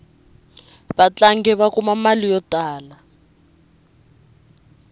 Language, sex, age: Tsonga, female, 19